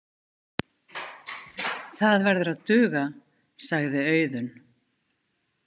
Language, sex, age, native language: Icelandic, female, 50-59, Icelandic